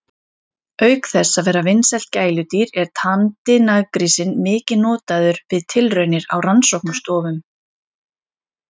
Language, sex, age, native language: Icelandic, female, 30-39, Icelandic